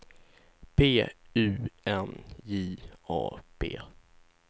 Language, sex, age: Swedish, male, 16